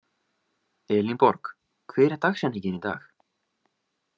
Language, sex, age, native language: Icelandic, male, 20-29, Icelandic